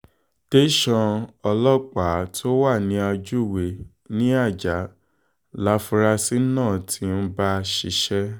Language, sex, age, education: Yoruba, male, 15-29, tertiary